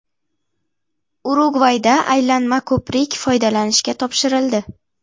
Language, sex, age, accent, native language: Uzbek, female, 18-24, Jizzax, Uzbek